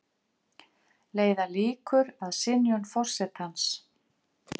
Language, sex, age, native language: Icelandic, female, 50-59, Icelandic